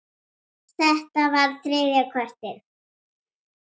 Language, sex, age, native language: Icelandic, female, 8, Icelandic